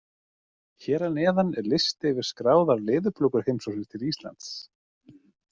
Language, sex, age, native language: Icelandic, male, 30-39, Icelandic